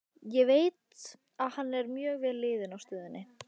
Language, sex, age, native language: Icelandic, female, 15, Icelandic